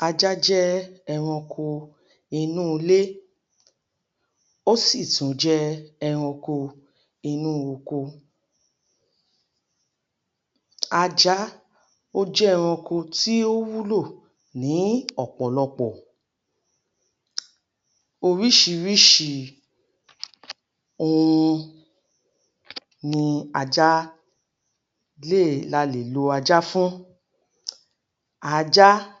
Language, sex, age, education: Yoruba, female, 30-45, tertiary